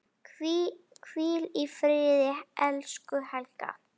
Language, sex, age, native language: Icelandic, female, 10, Icelandic